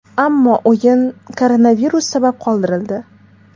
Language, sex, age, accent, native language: Uzbek, female, 18-24, Toshkent shahri, Uzbek